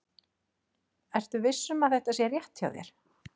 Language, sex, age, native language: Icelandic, female, 40-49, Icelandic